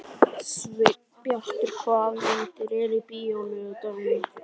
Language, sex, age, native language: Icelandic, male, 11, Icelandic